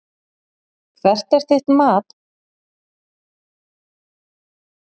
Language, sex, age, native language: Icelandic, female, 40-49, Icelandic